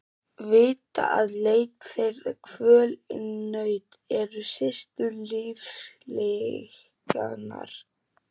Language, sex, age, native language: Icelandic, male, 12, German